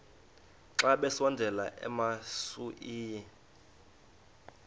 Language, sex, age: Xhosa, male, 33